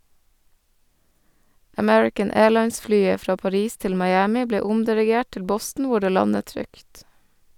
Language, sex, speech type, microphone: Norwegian, female, read, Sennheiser